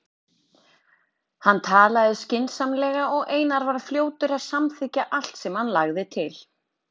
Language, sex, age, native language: Icelandic, female, 30-39, Icelandic